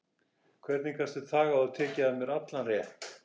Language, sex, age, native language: Icelandic, male, 11, English